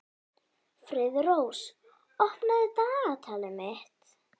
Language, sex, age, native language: Icelandic, female, 11, Icelandic